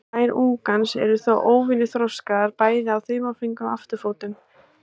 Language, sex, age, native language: Icelandic, female, 20-29, Icelandic